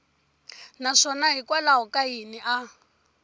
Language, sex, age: Tsonga, female, 20